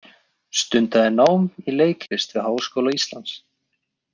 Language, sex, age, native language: Icelandic, male, 20-29, Icelandic